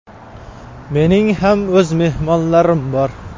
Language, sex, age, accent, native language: Uzbek, male, 18-24, Farg'ona, Uzbek